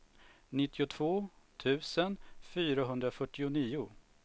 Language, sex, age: Swedish, male, 45